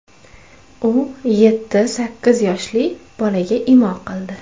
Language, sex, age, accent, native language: Uzbek, female, 25-34, Toshkent viloyati, Uzbek